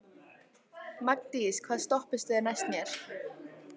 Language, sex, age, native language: Icelandic, female, 15, Icelandic